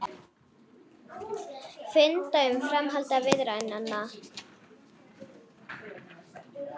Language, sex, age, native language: Icelandic, female, 40-49, Icelandic